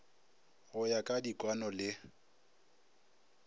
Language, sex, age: Northern Sotho, male, 24